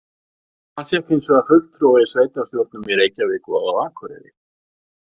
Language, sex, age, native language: Icelandic, male, 50-59, Icelandic